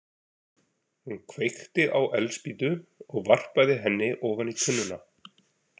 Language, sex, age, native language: Icelandic, male, 40-49, Icelandic